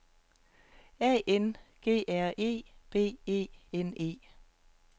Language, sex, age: Danish, female, 48